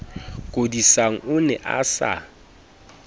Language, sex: Southern Sotho, male